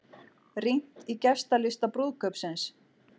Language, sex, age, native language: Icelandic, female, 40-49, Icelandic